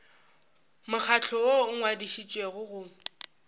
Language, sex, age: Northern Sotho, female, 18